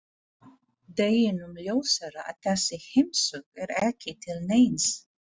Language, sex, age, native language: Icelandic, female, 40-49, Filipino